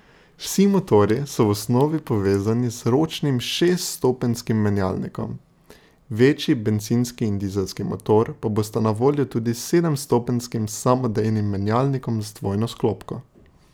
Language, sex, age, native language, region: Slovenian, male, 18-29, Slovenian, Drava region